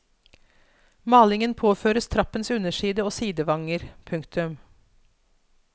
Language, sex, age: Norwegian, female, 42